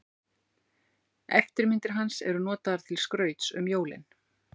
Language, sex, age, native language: Icelandic, female, 40-49, Icelandic